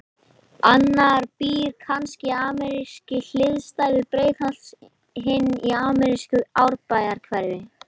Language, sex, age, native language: Icelandic, male, 18-19, Icelandic